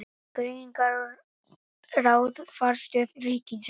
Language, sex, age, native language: Icelandic, male, 18-19, Icelandic